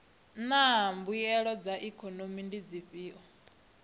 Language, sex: Venda, female